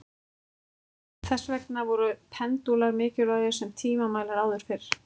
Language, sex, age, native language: Icelandic, female, 40-49, Icelandic